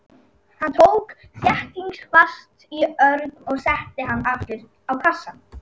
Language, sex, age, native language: Icelandic, female, 40-49, Icelandic